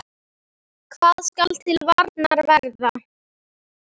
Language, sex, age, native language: Icelandic, female, 10, Icelandic